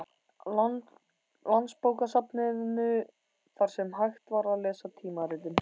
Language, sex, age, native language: Icelandic, male, 14, Icelandic